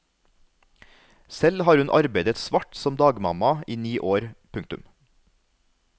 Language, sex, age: Norwegian, male, 33